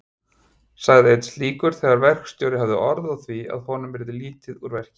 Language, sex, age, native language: Icelandic, male, 50-59, Icelandic